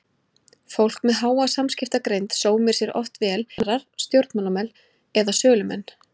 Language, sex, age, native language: Icelandic, female, 20-29, Icelandic